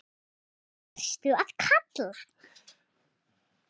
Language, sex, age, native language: Icelandic, female, 10, Icelandic